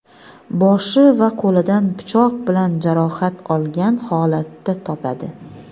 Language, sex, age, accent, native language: Uzbek, female, 25-34, Xorazm, Uzbek